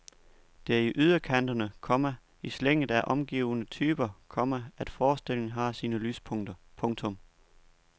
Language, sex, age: Danish, male, 29